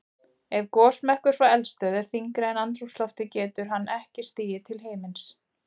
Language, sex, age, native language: Icelandic, female, 40-49, Icelandic